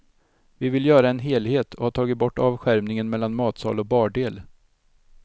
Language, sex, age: Swedish, male, 32